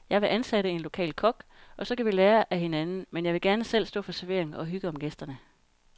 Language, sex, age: Danish, female, 32